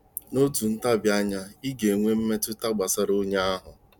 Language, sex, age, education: Igbo, male, 30-45, tertiary